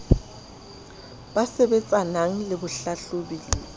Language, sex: Southern Sotho, female